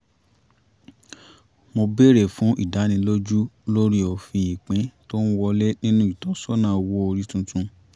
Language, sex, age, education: Yoruba, male, 30-45, tertiary